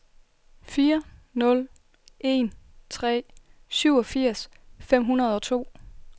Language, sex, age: Danish, female, 24